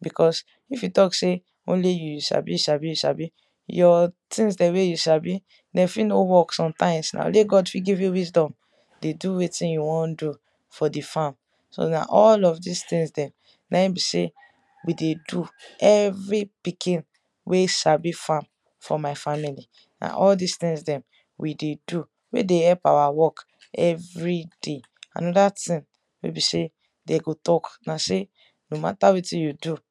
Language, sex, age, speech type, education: Nigerian Pidgin, female, 15-29, spontaneous, tertiary